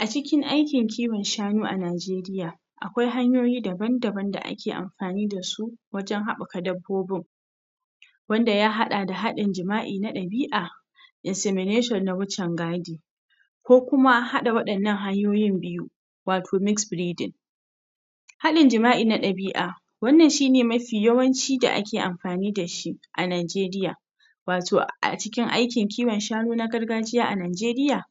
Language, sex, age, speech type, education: Hausa, female, 46-60, spontaneous, tertiary